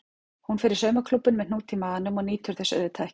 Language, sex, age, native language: Icelandic, female, 40-49, Icelandic